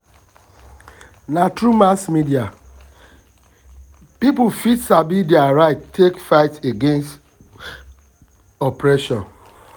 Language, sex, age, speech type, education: Nigerian Pidgin, male, 30-45, spontaneous, tertiary